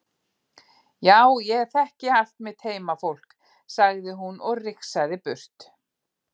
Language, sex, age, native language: Icelandic, female, 40-49, Icelandic